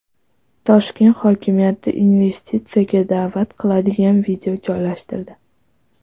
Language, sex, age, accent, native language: Uzbek, female, 12-17, Toshkent viloyati, Uzbek